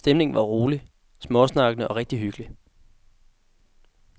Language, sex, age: Danish, male, 18